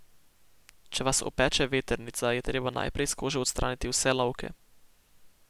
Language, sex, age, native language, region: Slovenian, male, 18-29, Slovenian, Posavska region